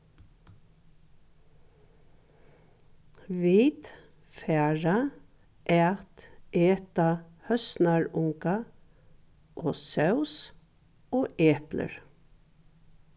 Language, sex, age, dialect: Faroese, female, 61+, Norðuroyggjar